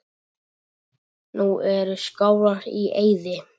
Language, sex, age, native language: Icelandic, male, 10, Icelandic